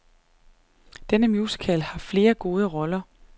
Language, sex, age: Danish, female, 39